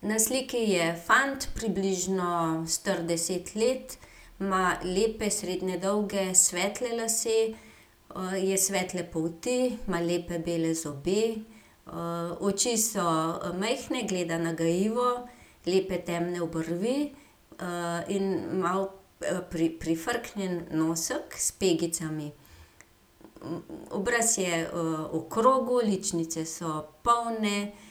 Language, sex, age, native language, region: Slovenian, female, 50-59, Slovenian, Gorenjska region